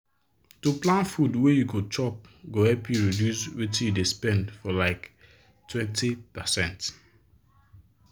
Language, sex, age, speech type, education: Nigerian Pidgin, male, 15-29, spontaneous, tertiary